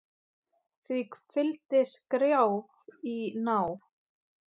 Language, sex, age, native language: Icelandic, male, 9, Icelandic